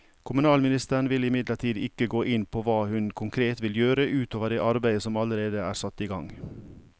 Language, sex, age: Norwegian, male, 55